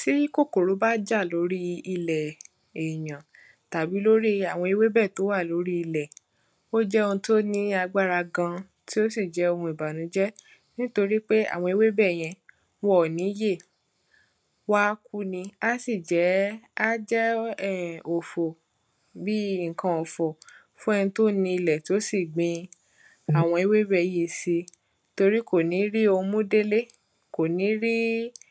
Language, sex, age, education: Yoruba, female, 15-29, tertiary